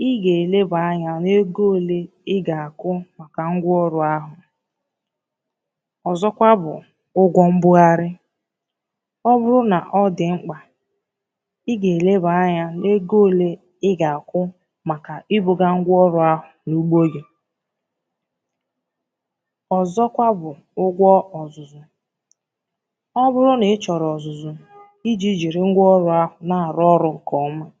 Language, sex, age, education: Igbo, female, 15-29, tertiary